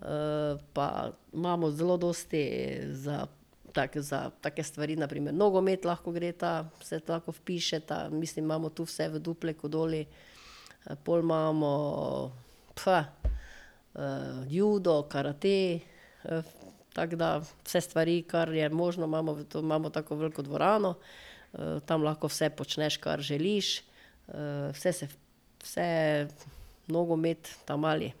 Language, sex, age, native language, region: Slovenian, female, 50-59, Slovenian, Drava region